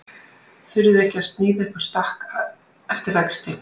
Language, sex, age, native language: Icelandic, female, 60-69, Icelandic